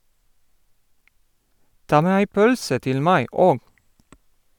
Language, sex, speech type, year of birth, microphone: Norwegian, male, read, 1973, Sennheiser